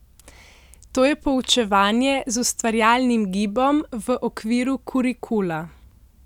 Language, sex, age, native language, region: Slovenian, female, 18-29, Slovenian, Central Slovenia